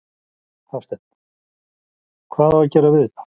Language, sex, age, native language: Icelandic, male, 50-59, Icelandic